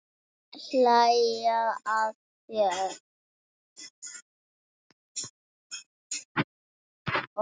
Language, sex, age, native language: Icelandic, male, 9, Icelandic